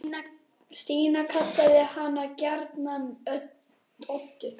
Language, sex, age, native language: Icelandic, female, 10, Icelandic